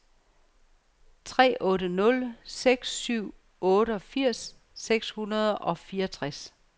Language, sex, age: Danish, female, 49